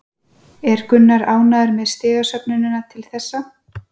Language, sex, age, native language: Icelandic, female, 40-49, Icelandic